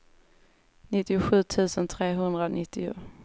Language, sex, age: Swedish, female, 18